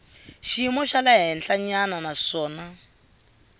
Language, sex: Tsonga, female